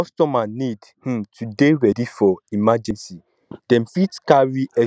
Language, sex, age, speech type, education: Nigerian Pidgin, male, 15-29, spontaneous, tertiary